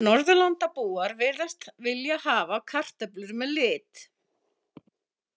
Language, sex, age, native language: Icelandic, female, 50-59, Icelandic